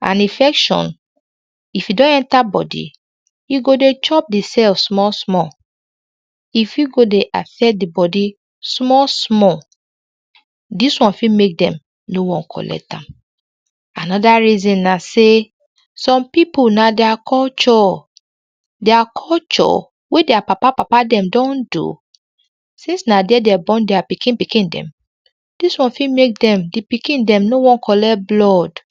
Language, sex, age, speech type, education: Nigerian Pidgin, female, 30-45, spontaneous, secondary